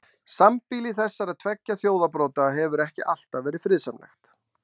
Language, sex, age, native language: Icelandic, male, 40-49, Icelandic